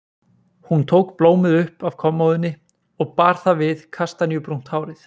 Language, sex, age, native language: Icelandic, male, 20-29, Icelandic